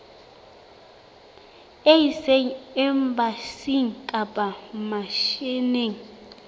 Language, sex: Southern Sotho, female